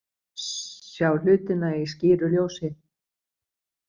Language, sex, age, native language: Icelandic, female, 60-69, Icelandic